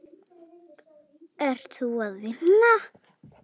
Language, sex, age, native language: Icelandic, female, 8, Icelandic